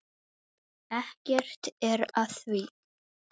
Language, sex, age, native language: Icelandic, male, 8, Icelandic